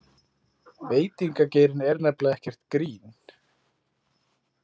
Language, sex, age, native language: Icelandic, male, 20-29, Icelandic